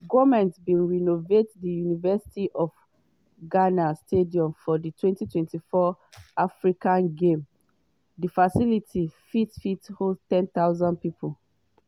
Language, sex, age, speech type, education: Nigerian Pidgin, female, 30-45, spontaneous, tertiary